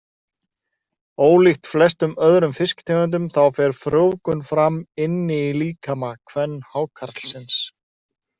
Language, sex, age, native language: Icelandic, male, 30-39, Icelandic